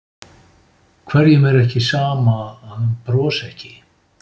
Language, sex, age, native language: Icelandic, male, 50-59, Icelandic